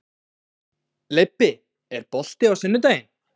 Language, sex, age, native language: Icelandic, male, 20-29, Icelandic